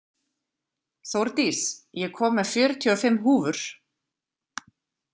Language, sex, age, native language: Icelandic, female, 40-49, Icelandic